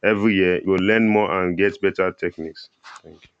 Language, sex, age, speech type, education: Nigerian Pidgin, male, 15-29, spontaneous, primary